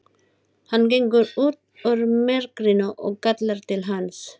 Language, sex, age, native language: Icelandic, female, 40-49, Filipino